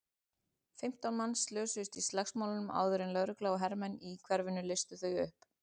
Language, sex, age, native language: Icelandic, female, 40-49, Icelandic